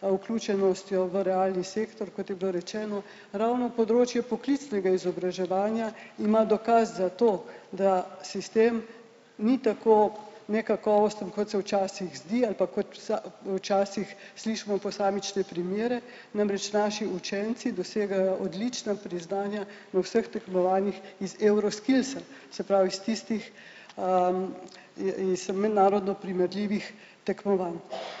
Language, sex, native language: Slovenian, male, Slovenian